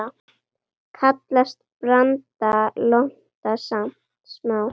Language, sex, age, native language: Icelandic, female, 9, Icelandic